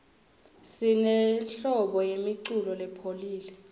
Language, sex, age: Swati, female, 21